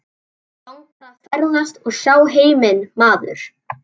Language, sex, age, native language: Icelandic, male, 11, Icelandic